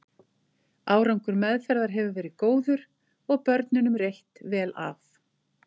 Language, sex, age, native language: Icelandic, female, 50-59, Icelandic